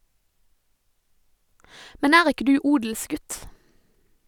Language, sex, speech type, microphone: Norwegian, female, read, Sennheiser